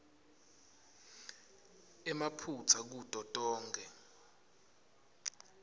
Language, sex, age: Swati, male, 25